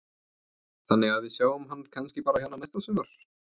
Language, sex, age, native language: Icelandic, male, 20-29, Icelandic